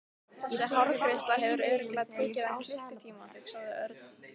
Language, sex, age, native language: Icelandic, female, 15, Icelandic